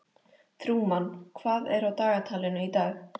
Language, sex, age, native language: Icelandic, female, 13, Icelandic